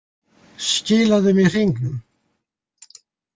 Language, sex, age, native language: Icelandic, male, 80-89, Icelandic